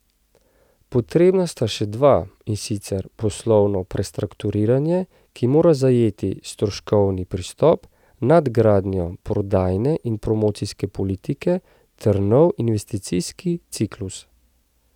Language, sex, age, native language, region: Slovenian, male, 30-49, Slovenian, Central Slovenia